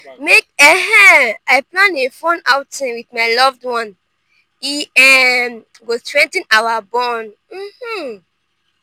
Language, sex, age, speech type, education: Nigerian Pidgin, female, 15-29, spontaneous, tertiary